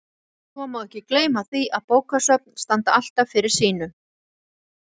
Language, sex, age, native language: Icelandic, female, 40-49, Icelandic